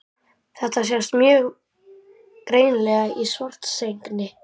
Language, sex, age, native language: Icelandic, male, 12, Icelandic